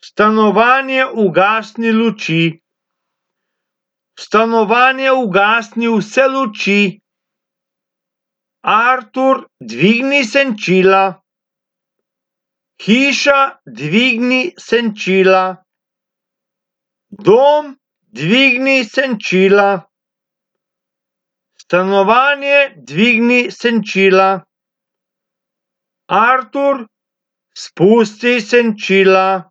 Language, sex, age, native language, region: Slovenian, male, 60+, Slovenian, Abroad